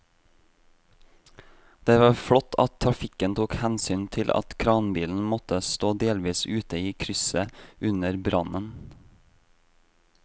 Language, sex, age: Norwegian, male, 26